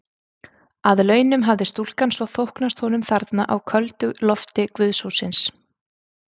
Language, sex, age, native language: Icelandic, female, 30-39, Icelandic